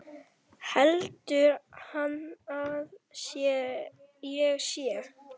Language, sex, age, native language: Icelandic, female, 8, Icelandic